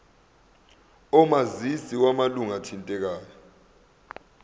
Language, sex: Zulu, male